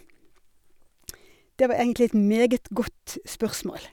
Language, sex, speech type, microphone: Norwegian, female, spontaneous, Sennheiser